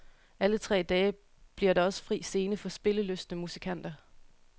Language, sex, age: Danish, female, 31